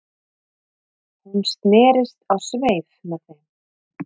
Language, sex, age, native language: Icelandic, female, 30-39, Icelandic